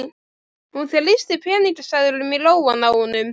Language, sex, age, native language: Icelandic, female, 11, Icelandic